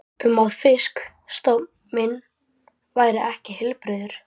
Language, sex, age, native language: Icelandic, male, 12, Icelandic